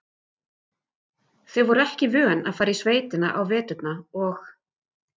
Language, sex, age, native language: Icelandic, female, 50-59, Icelandic